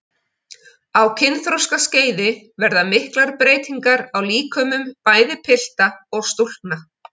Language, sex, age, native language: Icelandic, female, 50-59, Icelandic